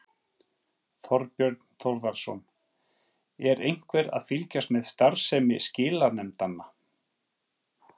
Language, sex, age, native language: Icelandic, male, 40-49, Icelandic